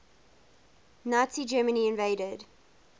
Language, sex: English, female